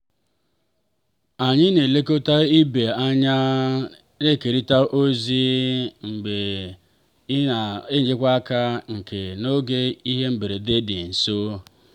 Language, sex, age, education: Igbo, male, 30-45, tertiary